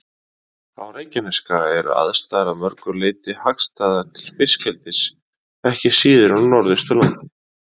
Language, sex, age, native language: Icelandic, male, 30-39, Icelandic